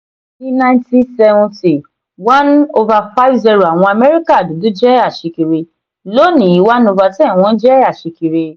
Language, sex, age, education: Yoruba, female, 15-29, tertiary